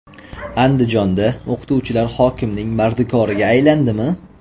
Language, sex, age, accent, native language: Uzbek, male, 25-34, Toshkent viloyati, Uzbek